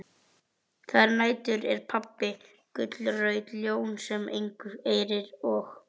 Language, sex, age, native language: Icelandic, male, 11, Icelandic